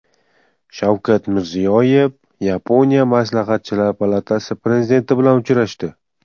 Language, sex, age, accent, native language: Uzbek, male, 19-29, Toshkent viloyati, Tajik